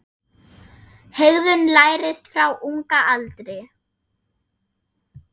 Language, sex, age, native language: Icelandic, female, 8, German